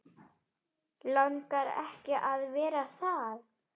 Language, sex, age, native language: Icelandic, female, 10, Icelandic